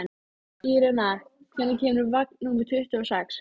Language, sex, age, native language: Icelandic, female, 13, Icelandic